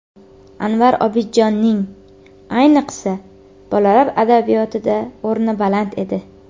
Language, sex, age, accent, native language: Uzbek, female, under 19, Qashqadaryo, Uzbek